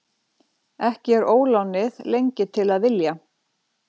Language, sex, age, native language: Icelandic, female, 40-49, Icelandic